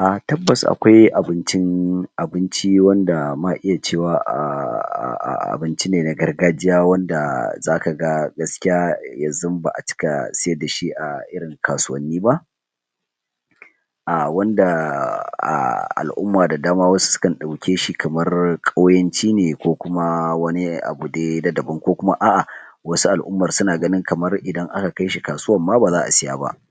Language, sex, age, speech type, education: Hausa, male, 46-60, spontaneous, tertiary